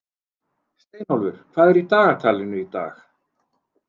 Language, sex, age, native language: Icelandic, male, 40-49, Icelandic